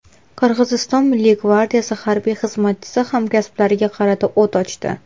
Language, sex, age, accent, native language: Uzbek, female, 18-24, Toshkent viloyati, Uzbek